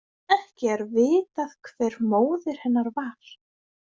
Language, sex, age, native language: Icelandic, female, 20-29, Icelandic